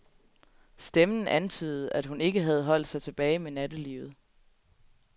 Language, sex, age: Danish, female, 20